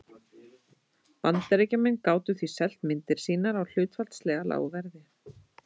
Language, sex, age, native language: Icelandic, female, 30-39, Icelandic